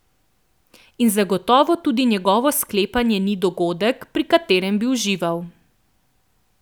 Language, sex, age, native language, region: Slovenian, female, 18-29, Slovenian, Central Slovenia